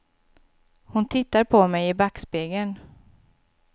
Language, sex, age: Swedish, female, 26